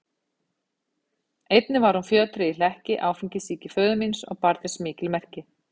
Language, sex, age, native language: Icelandic, female, 50-59, Icelandic